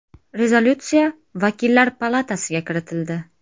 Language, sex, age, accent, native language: Uzbek, female, 25-34, Toshkent shahri, Uzbek